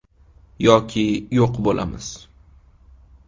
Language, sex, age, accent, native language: Uzbek, male, 18-24, Qashqadaryo, Uzbek